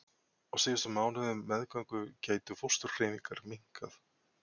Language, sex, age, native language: Icelandic, male, 40-49, Icelandic